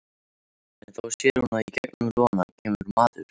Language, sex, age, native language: Icelandic, male, 13, Icelandic